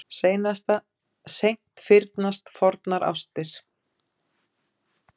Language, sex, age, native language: Icelandic, female, 50-59, Icelandic